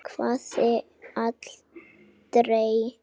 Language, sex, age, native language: Icelandic, female, 8, Icelandic